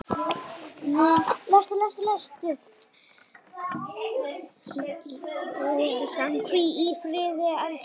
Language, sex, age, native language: Icelandic, female, 9, Icelandic